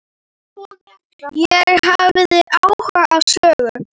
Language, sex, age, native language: Icelandic, female, 9, Icelandic